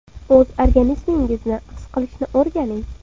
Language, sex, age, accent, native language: Uzbek, female, 18-24, Surxondaryo, Uzbek